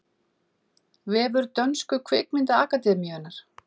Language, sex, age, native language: Icelandic, female, 50-59, Icelandic